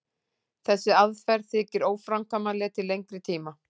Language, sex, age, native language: Icelandic, female, 40-49, Icelandic